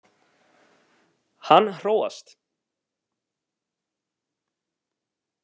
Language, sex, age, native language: Icelandic, male, 30-39, Italian